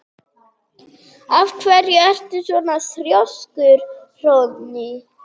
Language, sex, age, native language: Icelandic, female, 30-39, German